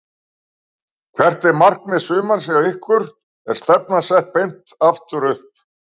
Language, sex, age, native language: Icelandic, male, 60-69, Icelandic